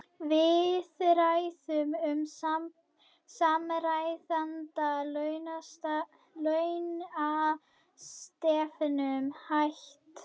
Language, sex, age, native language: Icelandic, female, 21, Icelandic